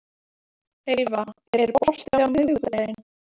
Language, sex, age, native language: Icelandic, female, 20-29, Icelandic